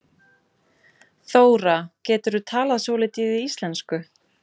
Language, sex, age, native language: Icelandic, female, 20-29, Icelandic